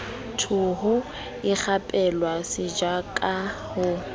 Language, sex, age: Southern Sotho, female, 19